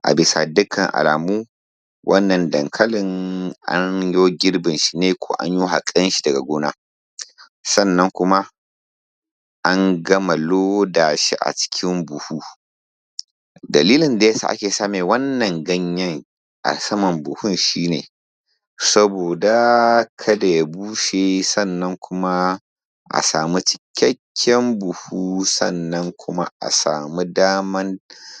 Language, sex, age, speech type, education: Hausa, male, 15-29, spontaneous, primary